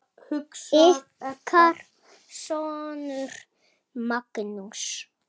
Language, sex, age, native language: Icelandic, female, 5, Icelandic